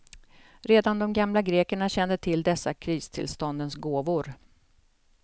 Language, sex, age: Swedish, female, 48